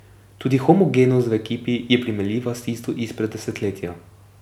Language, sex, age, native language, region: Slovenian, male, 18-29, Slovenian, Drava region